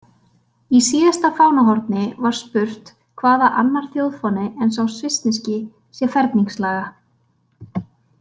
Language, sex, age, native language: Icelandic, female, 30-39, Icelandic